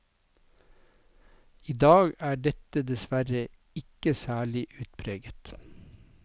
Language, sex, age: Norwegian, male, 57